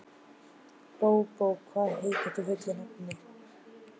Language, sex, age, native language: Icelandic, male, 12, Icelandic